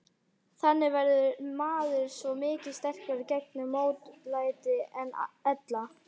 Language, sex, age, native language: Icelandic, female, 12, Icelandic